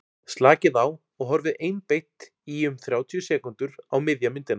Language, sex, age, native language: Icelandic, male, 40-49, Icelandic